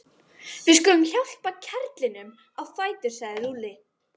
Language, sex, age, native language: Icelandic, female, 12, Icelandic